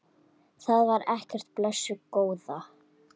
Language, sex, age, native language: Icelandic, female, 9, Icelandic